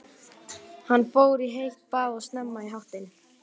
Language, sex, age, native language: Icelandic, male, 11, Icelandic